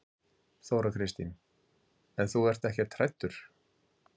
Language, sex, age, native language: Icelandic, male, 50-59, Icelandic